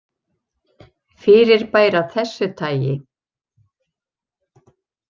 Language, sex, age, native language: Icelandic, female, 70-79, Icelandic